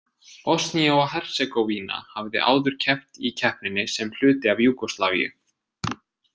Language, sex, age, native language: Icelandic, male, 20-29, Icelandic